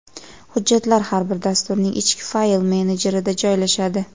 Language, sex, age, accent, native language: Uzbek, female, 18-24, Jizzax, Uzbek